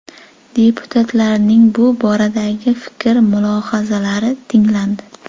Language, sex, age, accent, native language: Uzbek, female, 18-24, Jizzax, Uzbek